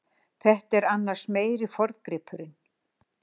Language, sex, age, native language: Icelandic, female, 60-69, Icelandic